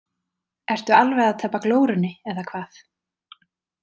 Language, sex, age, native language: Icelandic, female, 30-39, Icelandic